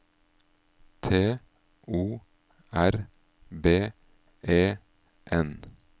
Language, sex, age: Norwegian, male, 38